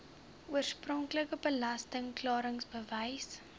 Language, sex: Afrikaans, female